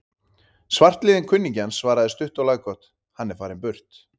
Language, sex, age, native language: Icelandic, male, 30-39, Icelandic